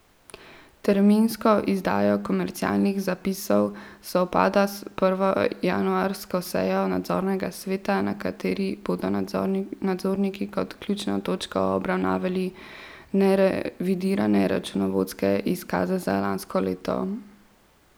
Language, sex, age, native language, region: Slovenian, female, 12-17, Slovenian, Central Slovenia